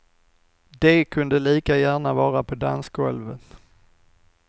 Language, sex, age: Swedish, male, 45